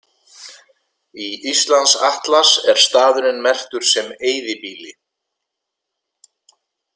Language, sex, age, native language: Icelandic, male, 70-79, Icelandic